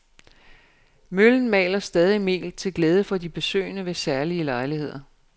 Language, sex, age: Danish, female, 49